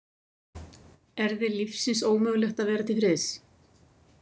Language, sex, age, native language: Icelandic, female, 50-59, Icelandic